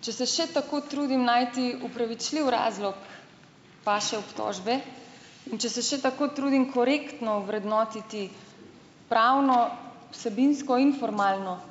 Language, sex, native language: Slovenian, female, Slovenian